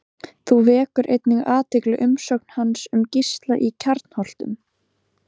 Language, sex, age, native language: Icelandic, female, 20-29, Icelandic